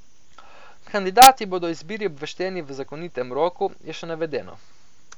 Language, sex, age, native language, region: Slovenian, male, 18-29, Slovenian, Coastal Karst region